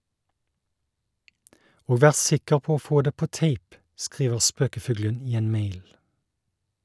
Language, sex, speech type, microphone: Norwegian, male, read, Shure